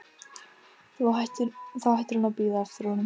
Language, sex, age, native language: Icelandic, female, 15, Icelandic